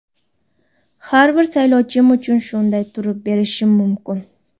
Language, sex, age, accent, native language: Uzbek, female, 19-29, Toshkent viloyati, Uzbek